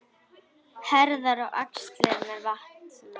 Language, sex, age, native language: Icelandic, female, 10, Icelandic